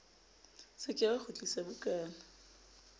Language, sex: Southern Sotho, female